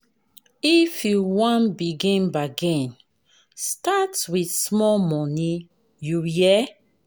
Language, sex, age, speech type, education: Nigerian Pidgin, female, 30-45, spontaneous, tertiary